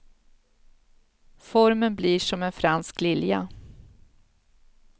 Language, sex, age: Swedish, female, 46